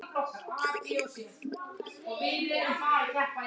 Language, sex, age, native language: Icelandic, male, 9, Icelandic